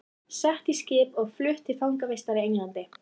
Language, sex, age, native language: Icelandic, female, 14, Icelandic